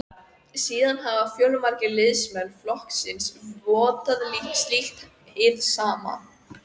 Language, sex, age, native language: Icelandic, female, 14, Icelandic